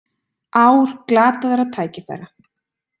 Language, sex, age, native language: Icelandic, female, 20-29, Icelandic